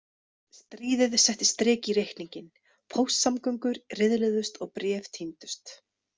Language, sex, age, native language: Icelandic, female, 30-39, Icelandic